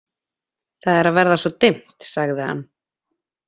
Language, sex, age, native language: Icelandic, female, 20-29, Icelandic